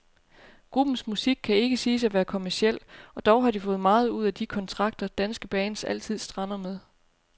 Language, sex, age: Danish, female, 30